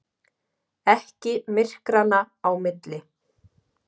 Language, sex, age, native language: Icelandic, female, 30-39, Icelandic